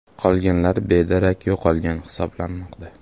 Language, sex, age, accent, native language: Uzbek, male, 18-24, Farg'ona, Uzbek